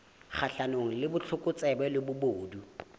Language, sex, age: Southern Sotho, male, 18